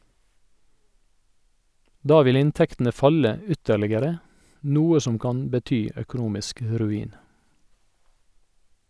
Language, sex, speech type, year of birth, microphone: Norwegian, male, read, 1961, Sennheiser